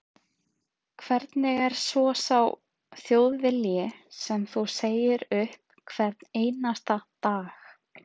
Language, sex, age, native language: Icelandic, female, 30-39, Icelandic